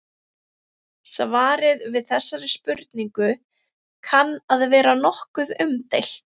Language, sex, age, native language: Icelandic, female, 30-39, Icelandic